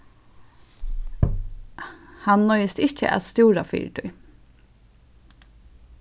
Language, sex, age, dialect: Faroese, female, 15-35, Suðurstreymoy